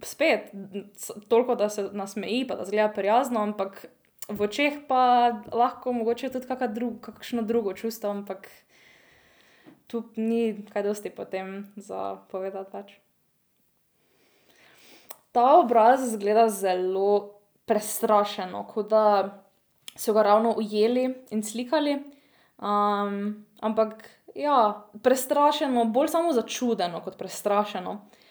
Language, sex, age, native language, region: Slovenian, female, 18-29, Slovenian, Drava region